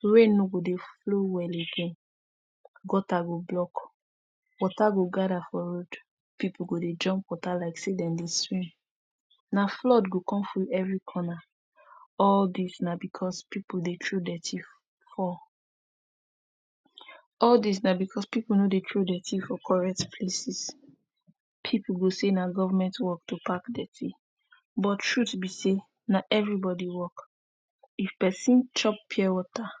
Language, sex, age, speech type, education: Nigerian Pidgin, female, 15-29, spontaneous, tertiary